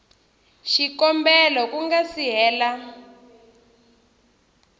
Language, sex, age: Tsonga, female, 18